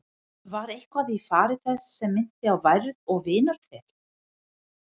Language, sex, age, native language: Icelandic, female, 50-59, Icelandic